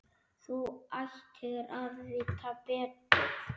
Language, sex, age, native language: Icelandic, female, 9, Icelandic